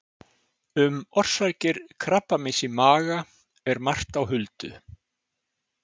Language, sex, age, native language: Icelandic, male, 60-69, Icelandic